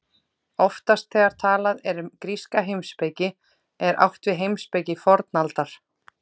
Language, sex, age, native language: Icelandic, female, 30-39, Icelandic